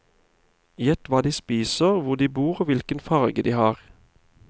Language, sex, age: Norwegian, male, 31